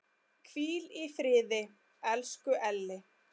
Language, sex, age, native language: Icelandic, female, 10, Icelandic